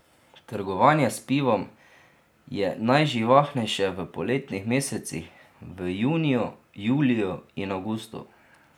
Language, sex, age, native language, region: Slovenian, male, 30-49, Slovenian, Drava region